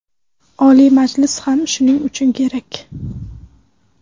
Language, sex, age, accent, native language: Uzbek, female, 18-24, Surxondaryo, Uzbek